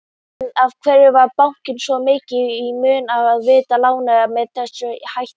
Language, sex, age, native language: Icelandic, female, 18-19, Icelandic